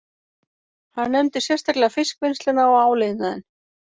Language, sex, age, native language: Icelandic, female, 40-49, Icelandic